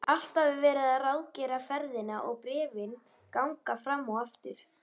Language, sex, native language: Icelandic, female, Icelandic